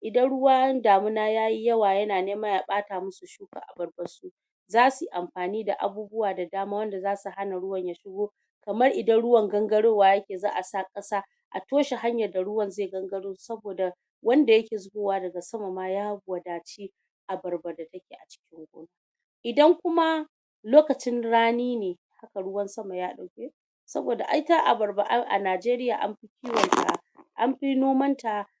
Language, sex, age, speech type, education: Hausa, female, 46-60, spontaneous, tertiary